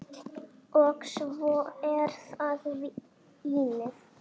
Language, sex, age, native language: Icelandic, female, 8, Icelandic